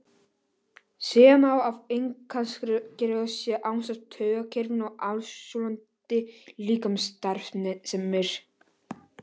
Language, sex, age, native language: Icelandic, male, 11, Polish